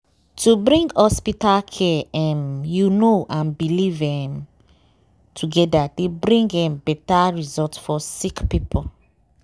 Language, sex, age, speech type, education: Nigerian Pidgin, female, 15-29, spontaneous, tertiary